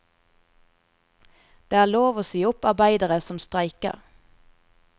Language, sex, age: Norwegian, female, 24